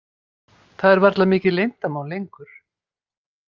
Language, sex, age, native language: Icelandic, female, 50-59, Icelandic